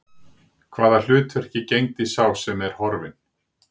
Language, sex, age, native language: Icelandic, male, 60-69, Icelandic